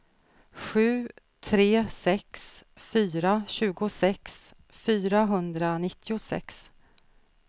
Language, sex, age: Swedish, female, 46